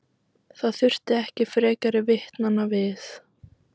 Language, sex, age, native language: Icelandic, female, 14, Icelandic